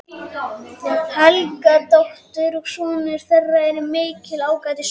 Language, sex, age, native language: Icelandic, male, 12, Icelandic